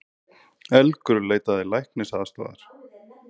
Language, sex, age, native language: Icelandic, male, 30-39, Icelandic